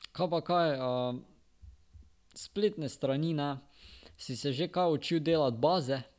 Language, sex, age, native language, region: Slovenian, male, 12-17, Slovenian, Drava region